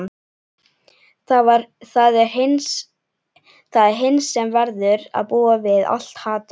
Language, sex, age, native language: Icelandic, female, 11, Icelandic